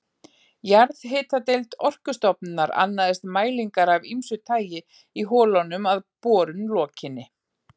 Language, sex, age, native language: Icelandic, female, 40-49, Icelandic